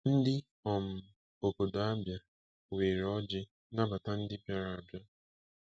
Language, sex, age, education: Igbo, male, 15-29, tertiary